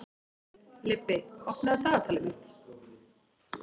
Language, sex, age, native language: Icelandic, female, 40-49, Icelandic